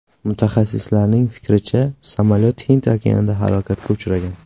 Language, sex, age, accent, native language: Uzbek, male, 18-24, Qashqadaryo, Uzbek